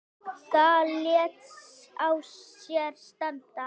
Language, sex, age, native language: Icelandic, female, 8, Icelandic